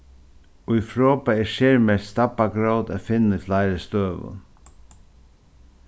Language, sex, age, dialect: Faroese, male, 61+, Suðurstreymoy